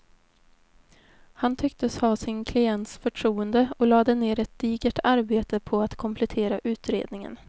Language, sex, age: Swedish, female, 20